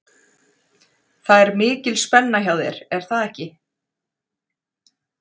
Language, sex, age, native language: Icelandic, female, 40-49, Icelandic